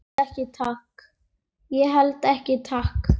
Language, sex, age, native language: Icelandic, male, 8, Icelandic